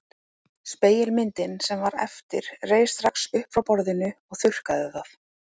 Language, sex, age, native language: Icelandic, female, 30-39, Icelandic